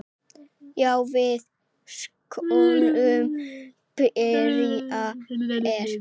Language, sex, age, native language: Icelandic, female, 8, Icelandic